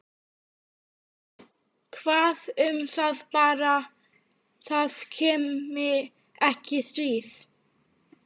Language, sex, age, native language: Icelandic, female, 12, Icelandic